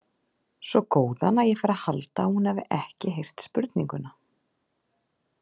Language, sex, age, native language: Icelandic, female, 40-49, Icelandic